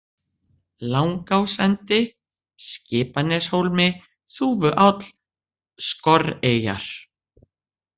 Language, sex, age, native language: Icelandic, female, 60-69, Icelandic